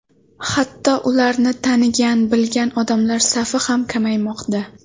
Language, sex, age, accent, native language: Uzbek, female, 19-29, Toshkent viloyati, Uzbek